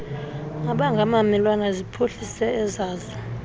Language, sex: Xhosa, male